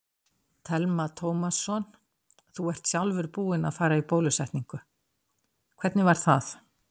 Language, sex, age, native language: Icelandic, female, 60-69, Icelandic